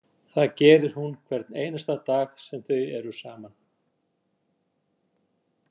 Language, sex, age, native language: Icelandic, male, 60-69, Icelandic